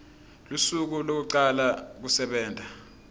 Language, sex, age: Swati, male, 26